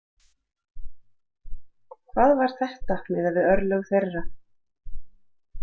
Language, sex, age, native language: Icelandic, female, 40-49, Icelandic